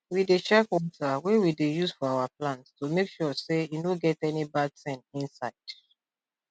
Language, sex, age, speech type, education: Nigerian Pidgin, female, 30-45, spontaneous, tertiary